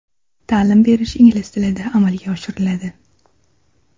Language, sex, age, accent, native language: Uzbek, female, 19-29, Surxondaryo, Uzbek